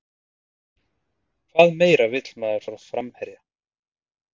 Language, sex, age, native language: Icelandic, male, 30-39, Icelandic